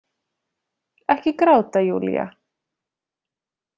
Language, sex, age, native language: Icelandic, female, 30-39, Icelandic